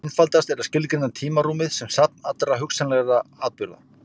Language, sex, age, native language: Icelandic, male, 50-59, Icelandic